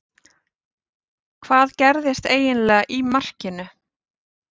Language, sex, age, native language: Icelandic, female, 40-49, Icelandic